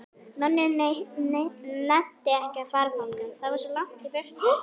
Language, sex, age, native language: Icelandic, female, 11, Icelandic